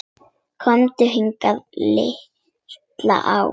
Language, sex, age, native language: Icelandic, female, 8, Icelandic